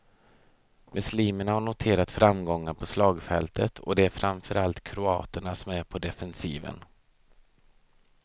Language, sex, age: Swedish, male, 32